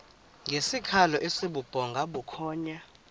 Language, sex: Xhosa, male